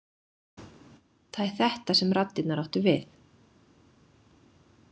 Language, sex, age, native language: Icelandic, female, 30-39, Icelandic